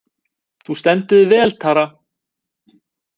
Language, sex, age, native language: Icelandic, male, 20-29, Icelandic